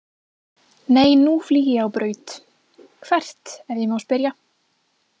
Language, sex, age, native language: Icelandic, female, 20-29, Icelandic